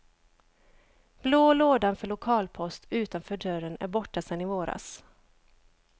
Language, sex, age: Swedish, female, 29